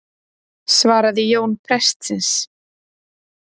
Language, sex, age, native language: Icelandic, female, 30-39, Icelandic